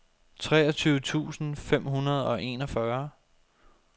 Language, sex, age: Danish, male, 24